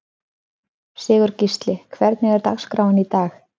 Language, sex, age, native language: Icelandic, female, 30-39, Icelandic